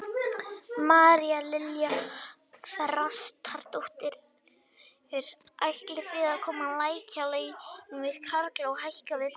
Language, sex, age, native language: Icelandic, female, 18-19, Icelandic